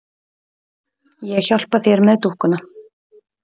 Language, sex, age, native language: Icelandic, female, 30-39, Icelandic